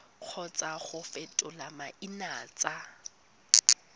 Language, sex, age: Tswana, female, 19